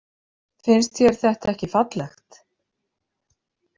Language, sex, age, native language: Icelandic, female, 50-59, Icelandic